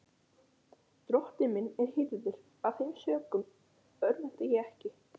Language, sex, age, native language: Icelandic, male, 11, Icelandic